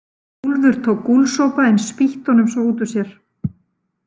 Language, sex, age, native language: Icelandic, female, 50-59, Icelandic